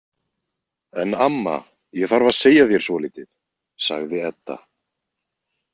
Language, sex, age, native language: Icelandic, male, 20-29, Icelandic